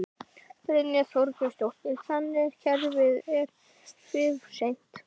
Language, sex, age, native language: Icelandic, female, 12, Icelandic